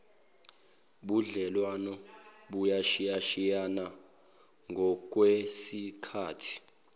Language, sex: Zulu, male